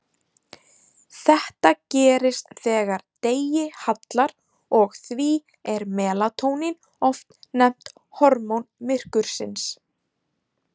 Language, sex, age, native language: Icelandic, female, 20-29, Icelandic